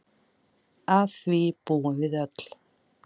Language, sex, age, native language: Icelandic, female, 30-39, Icelandic